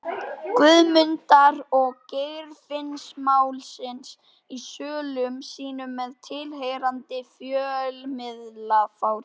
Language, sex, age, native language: Icelandic, male, 12, Icelandic